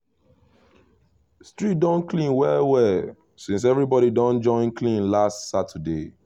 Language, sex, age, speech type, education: Nigerian Pidgin, male, 15-29, spontaneous, tertiary